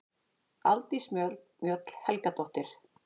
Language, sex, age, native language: Icelandic, female, 40-49, Icelandic